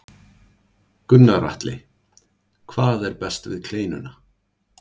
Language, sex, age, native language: Icelandic, male, 40-49, Icelandic